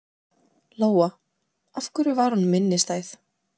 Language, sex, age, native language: Icelandic, female, 20-29, Icelandic